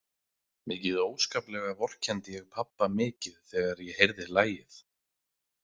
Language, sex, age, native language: Icelandic, male, 20-29, Icelandic